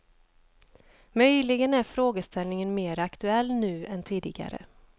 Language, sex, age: Swedish, female, 29